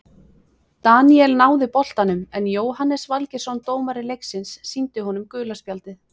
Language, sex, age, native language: Icelandic, female, 20-29, Icelandic